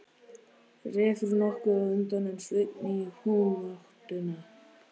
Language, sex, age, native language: Icelandic, male, 13, Icelandic